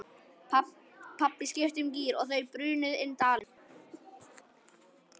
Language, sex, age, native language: Icelandic, male, 11, Icelandic